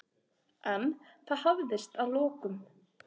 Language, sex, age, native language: Icelandic, male, 8, Icelandic